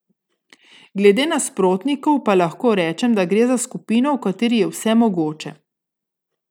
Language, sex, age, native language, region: Slovenian, female, 30-49, Slovenian, Gorica region